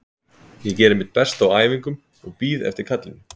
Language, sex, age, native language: Icelandic, male, 30-39, Icelandic